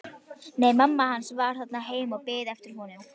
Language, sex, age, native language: Icelandic, female, 11, Icelandic